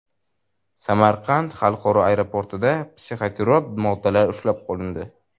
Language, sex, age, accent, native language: Uzbek, male, 12-17, Jizzax, Uzbek